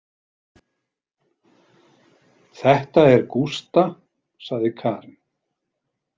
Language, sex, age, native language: Icelandic, male, 40-49, Icelandic